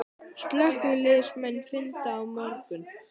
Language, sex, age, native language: Icelandic, male, 18-19, Icelandic